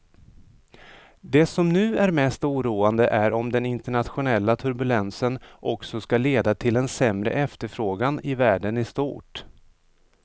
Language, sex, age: Swedish, male, 35